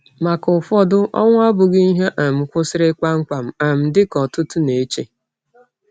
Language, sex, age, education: Igbo, female, 30-45, tertiary